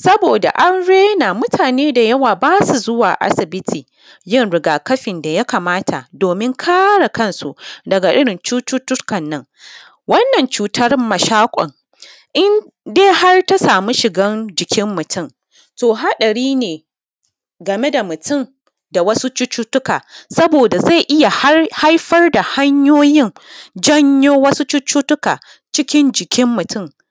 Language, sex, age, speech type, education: Hausa, female, 15-29, spontaneous, tertiary